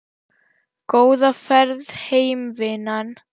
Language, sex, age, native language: Icelandic, female, 10, Icelandic